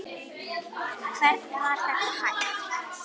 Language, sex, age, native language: Icelandic, female, 10, Icelandic